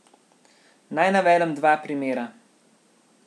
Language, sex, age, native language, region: Slovenian, male, 18-29, Slovenian, Central Slovenia